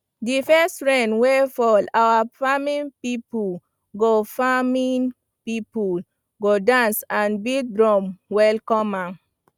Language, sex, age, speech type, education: Nigerian Pidgin, female, 15-29, spontaneous, tertiary